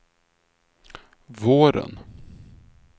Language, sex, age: Swedish, male, 46